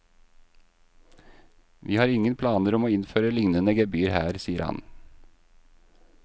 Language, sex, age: Norwegian, male, 38